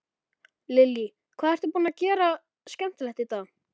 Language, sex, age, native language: Icelandic, male, 13, Icelandic